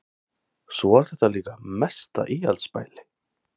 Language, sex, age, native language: Icelandic, male, 20-29, Thai